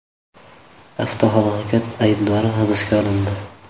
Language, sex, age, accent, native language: Uzbek, male, 18-24, Farg'ona, Uzbek